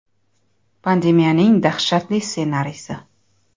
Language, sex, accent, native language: Uzbek, female, Samarqand, Uzbek